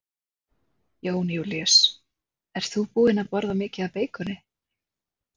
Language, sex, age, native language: Icelandic, female, 30-39, Icelandic